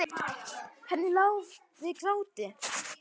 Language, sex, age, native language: Icelandic, male, 9, Icelandic